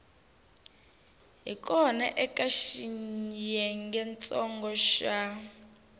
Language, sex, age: Tsonga, female, 19